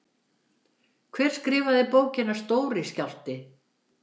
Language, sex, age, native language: Icelandic, female, 70-79, Icelandic